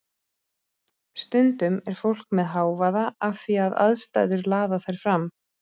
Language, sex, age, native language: Icelandic, female, 30-39, Icelandic